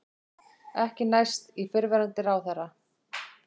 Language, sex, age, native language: Icelandic, female, 20-29, Icelandic